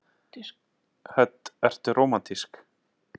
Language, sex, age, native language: Icelandic, male, 30-39, Icelandic